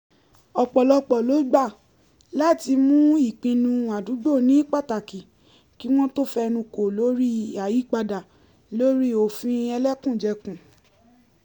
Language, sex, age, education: Yoruba, female, 15-29, tertiary